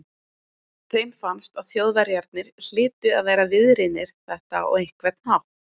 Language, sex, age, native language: Icelandic, female, 20-29, Icelandic